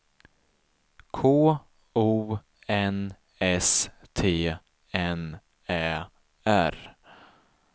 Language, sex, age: Swedish, male, 24